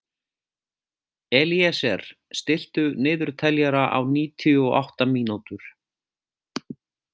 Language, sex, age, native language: Icelandic, male, 40-49, Icelandic